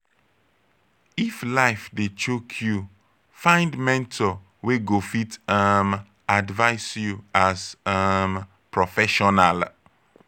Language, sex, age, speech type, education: Nigerian Pidgin, male, 30-45, spontaneous, tertiary